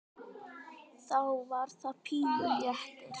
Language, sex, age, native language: Icelandic, male, 10, Icelandic